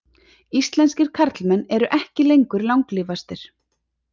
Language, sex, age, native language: Icelandic, female, 30-39, Icelandic